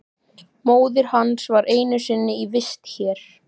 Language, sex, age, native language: Icelandic, male, 13, Icelandic